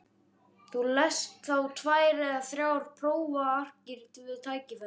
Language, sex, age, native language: Icelandic, other, 12, Icelandic